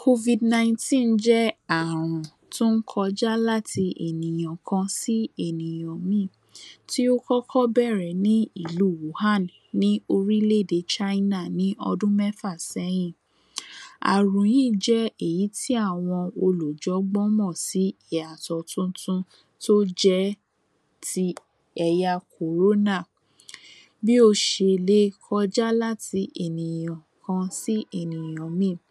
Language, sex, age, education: Yoruba, female, 15-29, tertiary